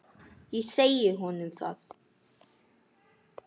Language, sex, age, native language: Icelandic, male, 9, Icelandic